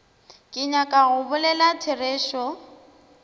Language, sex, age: Northern Sotho, female, 19